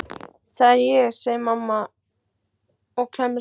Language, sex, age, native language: Icelandic, male, 12, Icelandic